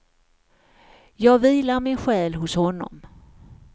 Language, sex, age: Swedish, female, 54